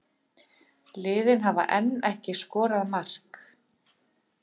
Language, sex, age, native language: Icelandic, female, 50-59, Icelandic